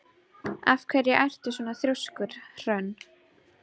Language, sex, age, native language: Icelandic, female, 12, Icelandic